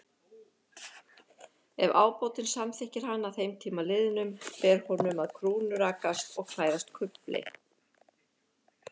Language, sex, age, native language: Icelandic, female, 50-59, Icelandic